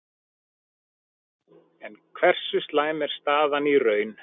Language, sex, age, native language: Icelandic, male, 40-49, Icelandic